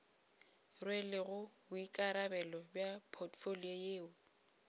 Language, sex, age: Northern Sotho, female, 22